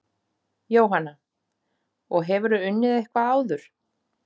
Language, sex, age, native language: Icelandic, female, 40-49, Icelandic